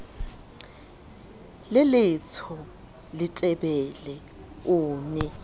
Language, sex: Southern Sotho, female